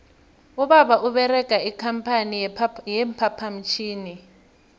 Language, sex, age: South Ndebele, female, 23